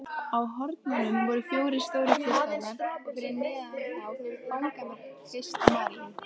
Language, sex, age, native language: Icelandic, female, 20-29, Icelandic